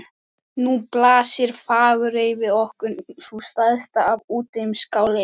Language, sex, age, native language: Icelandic, female, 14, Icelandic